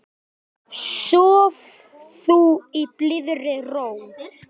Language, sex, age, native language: Icelandic, male, 10, Icelandic